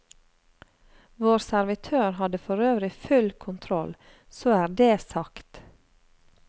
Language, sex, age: Norwegian, female, 35